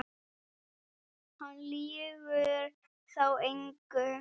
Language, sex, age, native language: Icelandic, female, 8, Icelandic